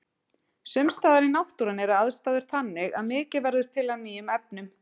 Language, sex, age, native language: Icelandic, female, 40-49, Icelandic